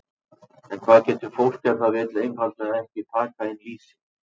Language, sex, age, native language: Icelandic, male, 40-49, Icelandic